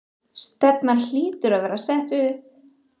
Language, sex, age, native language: Icelandic, female, 30-39, Icelandic